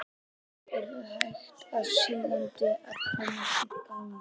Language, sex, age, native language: Icelandic, female, 50-59, Icelandic